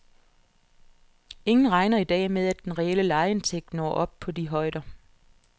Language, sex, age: Danish, female, 47